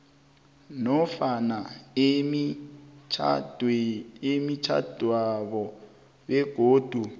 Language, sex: South Ndebele, male